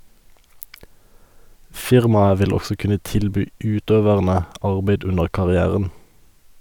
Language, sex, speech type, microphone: Norwegian, male, read, Sennheiser